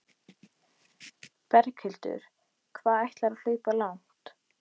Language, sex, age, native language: Icelandic, female, 12, Icelandic